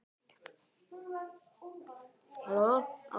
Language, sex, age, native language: Icelandic, male, 18-19, Icelandic